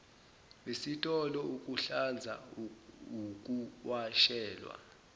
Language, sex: Zulu, male